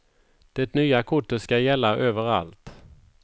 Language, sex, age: Swedish, male, 51